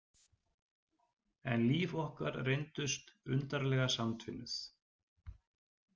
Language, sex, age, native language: Icelandic, male, 40-49, Icelandic